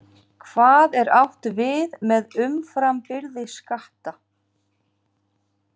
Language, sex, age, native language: Icelandic, female, 40-49, Icelandic